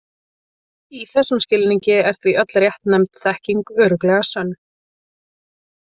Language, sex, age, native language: Icelandic, female, 30-39, Icelandic